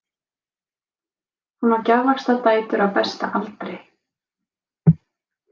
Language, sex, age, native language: Icelandic, female, 20-29, Icelandic